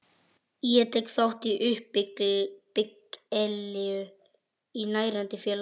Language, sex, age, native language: Icelandic, male, 11, Icelandic